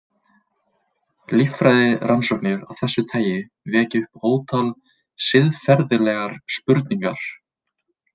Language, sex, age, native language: Icelandic, male, 20-29, Icelandic